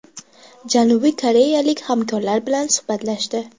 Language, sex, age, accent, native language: Uzbek, female, under 19, Andijon, Uzbek